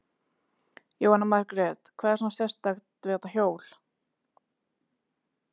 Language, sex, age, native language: Icelandic, female, 30-39, Icelandic